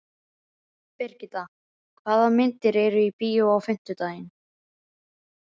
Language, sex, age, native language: Icelandic, male, 13, Icelandic